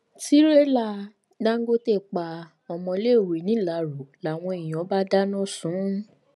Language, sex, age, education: Yoruba, female, 15-29, tertiary